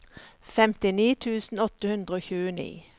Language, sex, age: Norwegian, female, 54